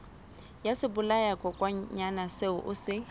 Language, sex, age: Southern Sotho, female, 25